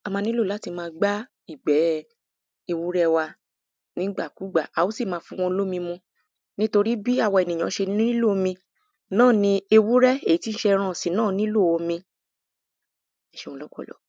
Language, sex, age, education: Yoruba, female, 30-45, primary